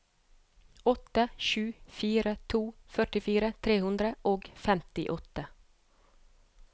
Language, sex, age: Norwegian, female, 30